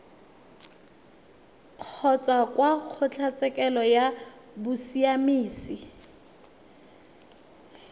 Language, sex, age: Tswana, female, 21